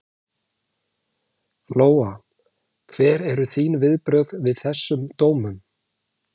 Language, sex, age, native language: Icelandic, male, 40-49, Icelandic